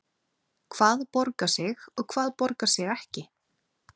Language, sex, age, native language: Icelandic, female, 30-39, Icelandic